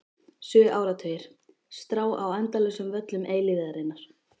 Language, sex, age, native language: Icelandic, female, 13, Icelandic